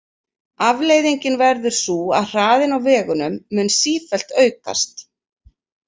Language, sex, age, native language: Icelandic, female, 40-49, Icelandic